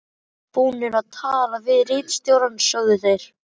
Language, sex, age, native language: Icelandic, male, 12, Icelandic